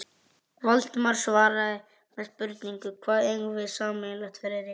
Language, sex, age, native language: Icelandic, male, 11, Icelandic